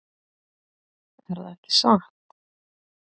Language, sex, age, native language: Icelandic, female, 50-59, Icelandic